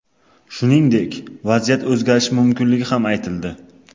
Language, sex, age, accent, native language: Uzbek, male, 18-24, Qashqadaryo, Uzbek